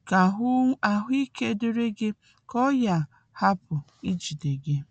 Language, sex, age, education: Igbo, female, 30-45, tertiary